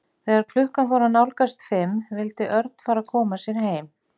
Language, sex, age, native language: Icelandic, female, 40-49, Icelandic